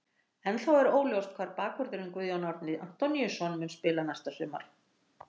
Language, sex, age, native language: Icelandic, female, 60-69, Icelandic